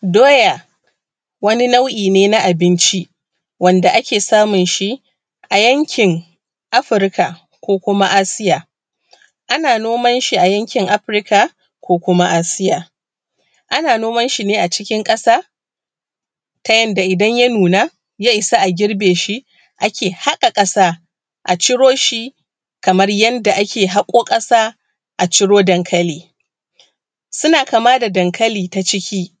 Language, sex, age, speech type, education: Hausa, female, 30-45, spontaneous, primary